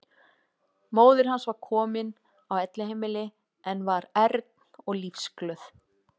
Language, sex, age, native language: Icelandic, female, 40-49, Icelandic